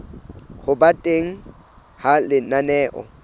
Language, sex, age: Southern Sotho, male, 24